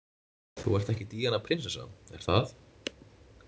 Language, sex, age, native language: Icelandic, male, 20-29, Icelandic